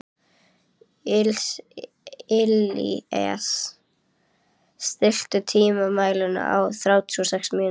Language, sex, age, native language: Icelandic, female, 12, Icelandic